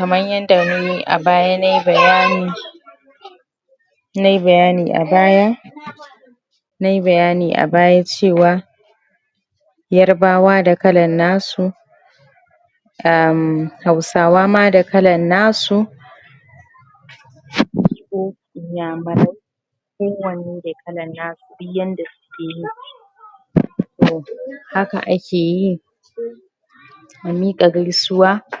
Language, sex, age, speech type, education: Hausa, female, 15-29, spontaneous, primary